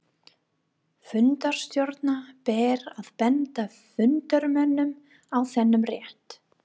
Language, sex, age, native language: Icelandic, female, 30-39, English